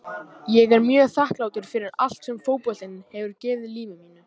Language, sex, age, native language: Icelandic, male, 18-19, Icelandic